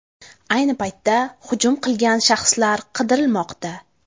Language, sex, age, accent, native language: Uzbek, female, 18-24, Buxoro, Uzbek